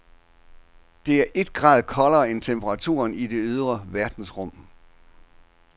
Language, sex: Danish, male